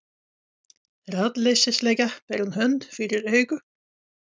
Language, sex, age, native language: Icelandic, female, 40-49, Swedish